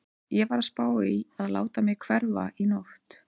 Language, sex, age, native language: Icelandic, female, 30-39, Icelandic